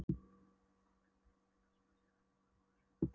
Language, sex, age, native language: Icelandic, female, 12, Polish